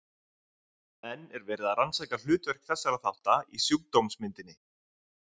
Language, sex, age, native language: Icelandic, male, 30-39, Icelandic